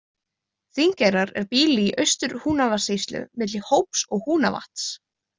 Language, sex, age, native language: Icelandic, female, 20-29, Icelandic